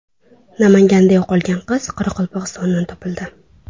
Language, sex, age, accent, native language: Uzbek, female, under 19, Toshkent viloyati, Uzbek